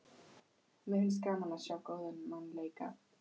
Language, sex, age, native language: Icelandic, female, 12, Icelandic